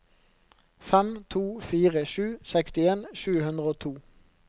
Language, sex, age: Norwegian, male, 29